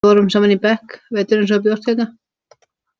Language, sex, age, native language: Icelandic, female, 50-59, Icelandic